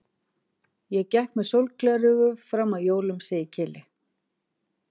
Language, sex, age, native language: Icelandic, female, 50-59, Icelandic